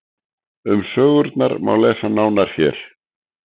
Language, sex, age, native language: Icelandic, male, 60-69, Icelandic